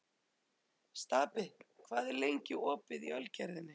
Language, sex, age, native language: Icelandic, female, 30-39, Icelandic